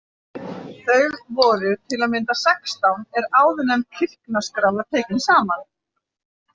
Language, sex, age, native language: Icelandic, female, 40-49, Icelandic